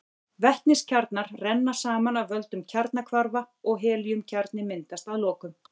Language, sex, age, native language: Icelandic, female, 40-49, Icelandic